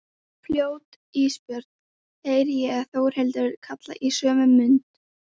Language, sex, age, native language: Icelandic, female, 13, Icelandic